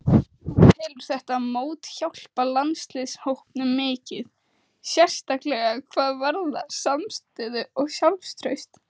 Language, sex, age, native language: Icelandic, female, 18-19, Icelandic